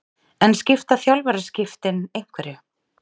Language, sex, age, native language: Icelandic, female, 30-39, Icelandic